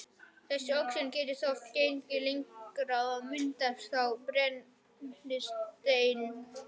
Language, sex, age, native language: Icelandic, other, 12, Icelandic